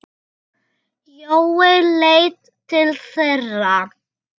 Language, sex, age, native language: Icelandic, female, 8, Icelandic